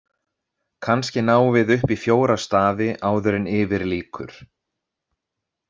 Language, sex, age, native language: Icelandic, male, 30-39, Icelandic